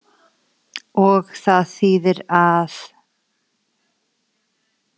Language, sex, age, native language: Icelandic, female, 40-49, Icelandic